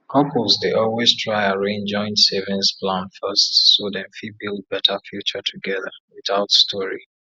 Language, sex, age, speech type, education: Nigerian Pidgin, male, 30-45, spontaneous, tertiary